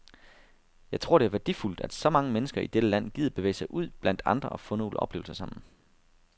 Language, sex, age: Danish, male, 32